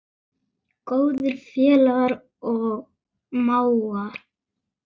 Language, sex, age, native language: Icelandic, male, 9, Icelandic